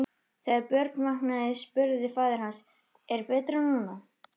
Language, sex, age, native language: Icelandic, female, 13, Icelandic